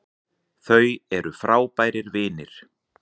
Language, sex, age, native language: Icelandic, male, 40-49, Icelandic